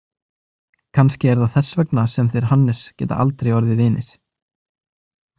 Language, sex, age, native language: Icelandic, male, 20-29, Icelandic